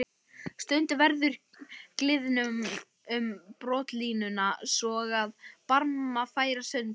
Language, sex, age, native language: Icelandic, male, 11, Icelandic